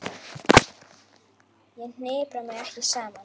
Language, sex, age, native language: Icelandic, female, 8, Icelandic